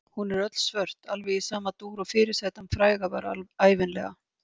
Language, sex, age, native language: Icelandic, female, 50-59, Icelandic